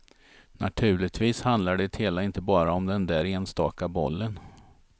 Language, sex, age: Swedish, male, 51